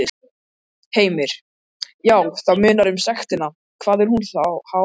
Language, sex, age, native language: Icelandic, male, 13, Icelandic